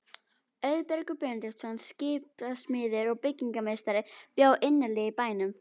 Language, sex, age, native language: Icelandic, female, 12, Icelandic